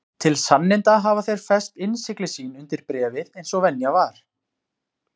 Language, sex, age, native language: Icelandic, male, 20-29, Icelandic